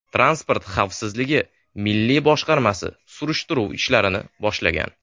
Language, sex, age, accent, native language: Uzbek, male, 18-24, Sirdaryo, Uzbek